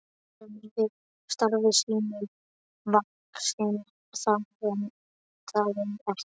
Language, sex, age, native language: Icelandic, male, 12, Icelandic